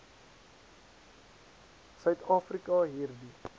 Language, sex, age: Afrikaans, male, 19